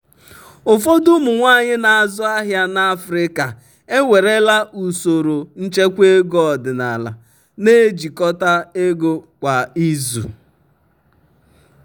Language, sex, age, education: Igbo, male, 30-45, tertiary